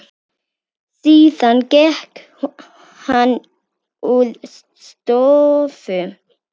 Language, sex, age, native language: Icelandic, female, 9, Icelandic